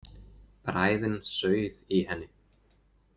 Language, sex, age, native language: Icelandic, male, 20-29, Icelandic